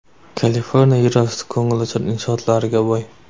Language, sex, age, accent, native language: Uzbek, male, 18-24, Surxondaryo, Uzbek